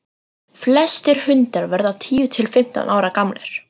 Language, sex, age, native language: Icelandic, female, 40-49, Icelandic